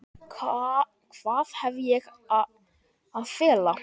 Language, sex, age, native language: Icelandic, male, 10, Icelandic